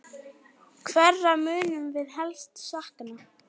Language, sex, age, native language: Icelandic, female, 9, Icelandic